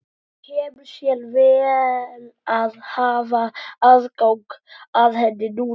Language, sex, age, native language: Icelandic, male, 12, Icelandic